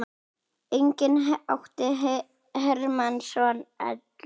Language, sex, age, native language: Icelandic, female, 10, Icelandic